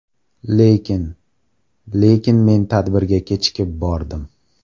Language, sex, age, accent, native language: Uzbek, male, 18-24, Farg'ona, Uzbek